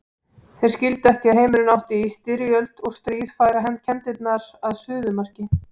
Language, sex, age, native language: Icelandic, female, 18-19, Icelandic